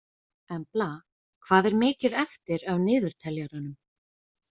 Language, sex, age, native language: Icelandic, female, 20-29, Icelandic